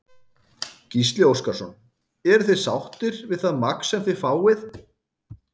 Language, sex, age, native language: Icelandic, male, 30-39, Icelandic